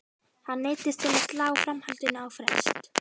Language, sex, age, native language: Icelandic, female, 12, Icelandic